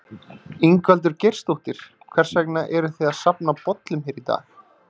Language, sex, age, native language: Icelandic, male, 30-39, Icelandic